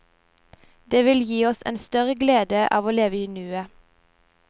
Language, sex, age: Norwegian, female, 17